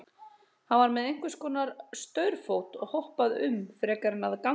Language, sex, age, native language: Icelandic, male, 30-39, Icelandic